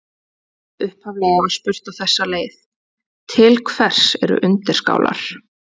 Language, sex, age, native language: Icelandic, female, 20-29, Icelandic